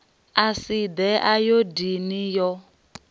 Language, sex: Venda, female